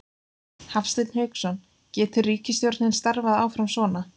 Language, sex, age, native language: Icelandic, female, 20-29, Icelandic